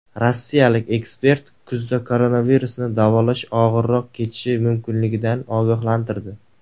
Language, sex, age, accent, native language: Uzbek, male, 19-29, Surxondaryo, Uzbek